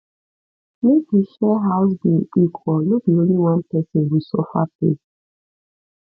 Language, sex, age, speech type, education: Nigerian Pidgin, female, 15-29, spontaneous, tertiary